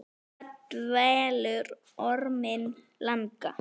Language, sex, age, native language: Icelandic, female, 9, Icelandic